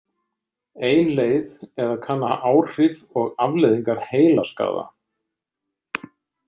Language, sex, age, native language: Icelandic, male, 60-69, Icelandic